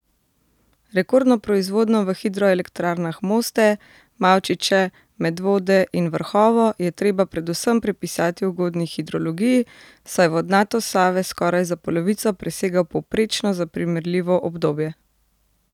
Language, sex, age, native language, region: Slovenian, female, 30-49, Slovenian, Central Slovenia